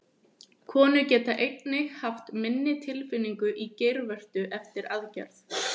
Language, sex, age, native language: Icelandic, female, 20-29, Icelandic